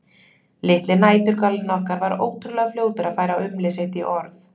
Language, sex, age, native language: Icelandic, female, 30-39, Icelandic